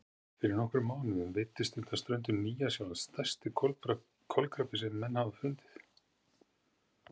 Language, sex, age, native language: Icelandic, male, 50-59, Icelandic